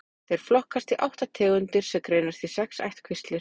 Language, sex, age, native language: Icelandic, female, 30-39, Icelandic